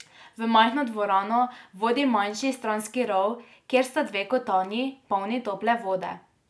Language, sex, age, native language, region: Slovenian, female, 18-29, Slovenian, Drava region